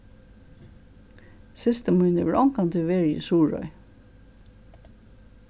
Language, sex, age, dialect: Faroese, female, 61+, Suðurstreymoy